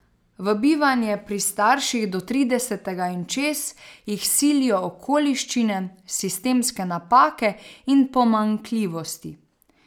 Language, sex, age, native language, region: Slovenian, female, 30-49, Slovenian, Savinja region